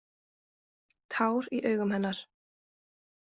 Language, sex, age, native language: Icelandic, female, 20-29, Icelandic